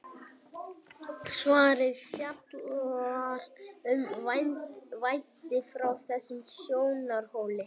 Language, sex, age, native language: Icelandic, male, 18-19, Icelandic